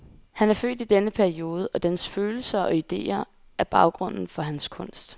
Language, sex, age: Danish, female, 20